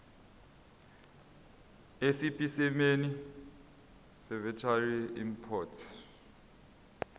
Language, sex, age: Zulu, male, 22